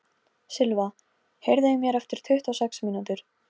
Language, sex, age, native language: Icelandic, female, 13, Polish